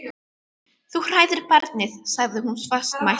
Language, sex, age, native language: Icelandic, female, 12, Icelandic